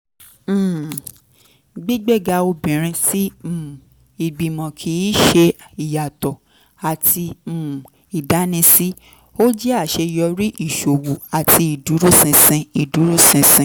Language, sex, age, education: Yoruba, female, 15-29, tertiary